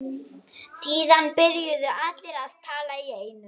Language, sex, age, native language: Icelandic, male, 11, Icelandic